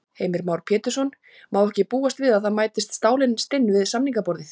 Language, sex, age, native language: Icelandic, female, 40-49, Icelandic